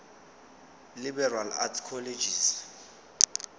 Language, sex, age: Zulu, male, 25